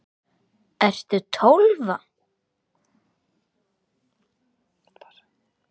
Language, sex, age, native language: Icelandic, male, 8, Icelandic